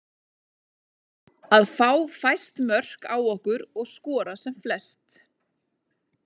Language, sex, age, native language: Icelandic, female, 30-39, Icelandic